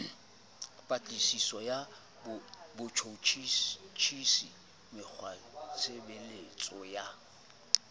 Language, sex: Southern Sotho, male